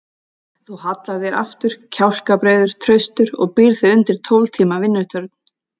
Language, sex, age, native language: Icelandic, female, 30-39, Icelandic